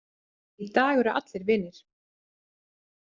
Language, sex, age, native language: Icelandic, female, 30-39, Icelandic